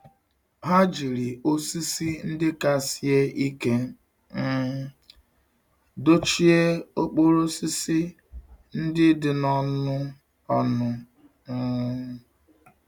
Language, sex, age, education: Igbo, male, 46-60, tertiary